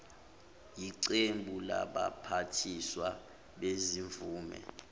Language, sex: Zulu, male